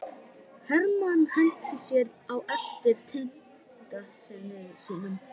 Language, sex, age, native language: Icelandic, male, 11, Icelandic